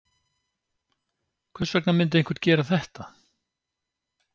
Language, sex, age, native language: Icelandic, male, 60-69, Icelandic